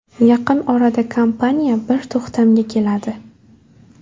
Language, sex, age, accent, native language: Uzbek, female, 18-24, Buxoro, Uzbek